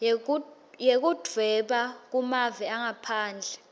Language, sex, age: Swati, female, 20